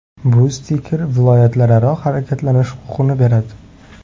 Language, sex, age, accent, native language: Uzbek, male, 18-24, Sirdaryo, Uzbek